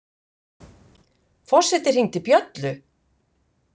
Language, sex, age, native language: Icelandic, female, 50-59, Icelandic